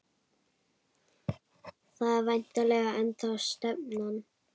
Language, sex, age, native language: Icelandic, female, 11, Icelandic